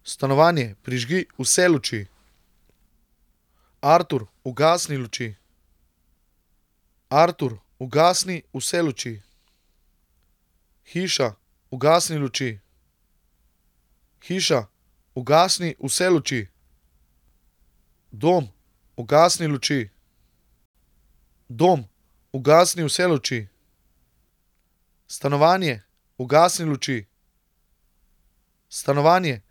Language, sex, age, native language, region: Slovenian, male, 30-49, Slovenian, Central Slovenia